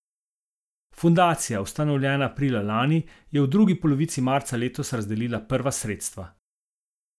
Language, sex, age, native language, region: Slovenian, male, 50-59, Slovenian, Zasavska region